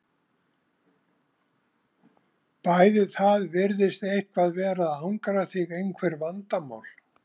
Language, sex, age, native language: Icelandic, male, 70-79, Icelandic